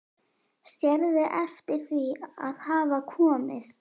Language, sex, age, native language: Icelandic, female, 11, Icelandic